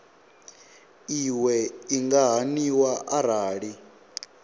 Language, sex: Venda, male